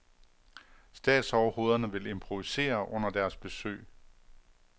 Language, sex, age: Danish, male, 48